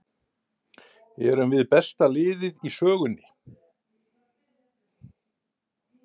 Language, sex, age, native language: Icelandic, male, 50-59, Icelandic